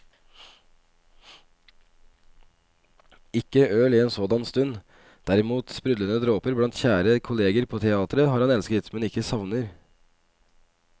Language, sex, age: Norwegian, male, 25